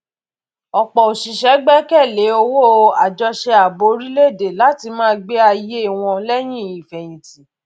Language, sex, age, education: Yoruba, female, 30-45, tertiary